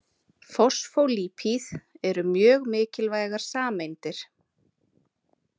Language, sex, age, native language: Icelandic, female, 30-39, Icelandic